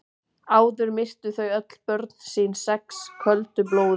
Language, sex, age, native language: Icelandic, female, 30-39, Icelandic